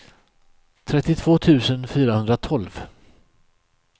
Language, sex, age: Swedish, male, 63